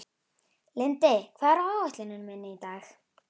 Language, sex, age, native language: Icelandic, female, 11, Icelandic